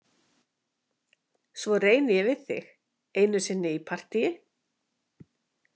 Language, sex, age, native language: Icelandic, female, 50-59, Icelandic